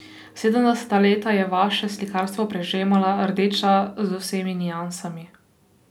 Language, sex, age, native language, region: Slovenian, female, 18-29, Slovenian, Posavska region